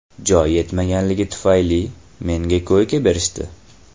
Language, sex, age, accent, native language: Uzbek, male, 18-24, Farg'ona, Uzbek